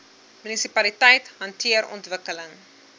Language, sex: Afrikaans, female